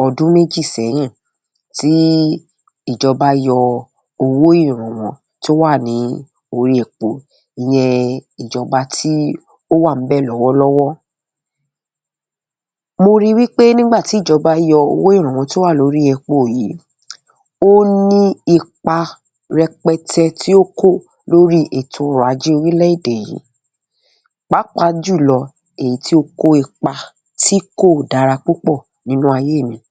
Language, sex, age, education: Yoruba, female, 30-45, tertiary